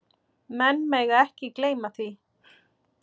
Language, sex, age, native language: Icelandic, female, 40-49, Icelandic